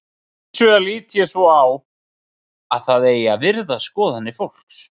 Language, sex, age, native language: Icelandic, male, 30-39, Icelandic